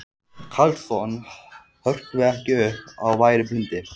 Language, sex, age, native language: Icelandic, male, 14, Icelandic